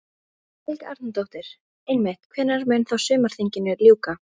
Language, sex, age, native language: Icelandic, female, 14, Icelandic